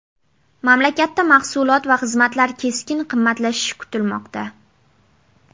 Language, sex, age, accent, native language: Uzbek, female, 18-24, Namangan, Uzbek